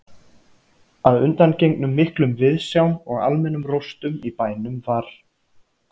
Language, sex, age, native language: Icelandic, male, 30-39, Icelandic